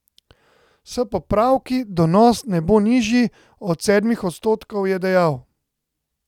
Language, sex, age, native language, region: Slovenian, male, 30-49, Slovenian, Central Slovenia